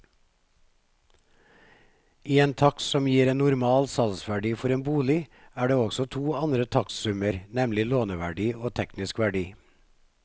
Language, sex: Norwegian, male